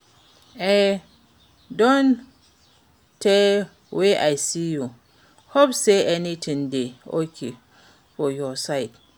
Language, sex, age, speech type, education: Nigerian Pidgin, female, 46-60, read, secondary